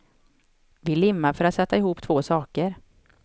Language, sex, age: Swedish, female, 31